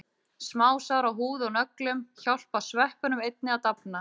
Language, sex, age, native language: Icelandic, female, 30-39, Icelandic